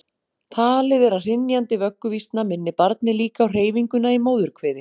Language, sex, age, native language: Icelandic, female, 40-49, Icelandic